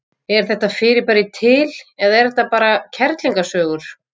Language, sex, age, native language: Icelandic, female, 50-59, Icelandic